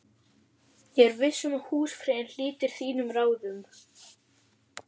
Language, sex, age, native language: Icelandic, female, 11, Icelandic